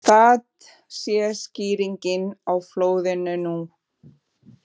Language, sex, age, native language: Icelandic, female, 40-49, Portuguese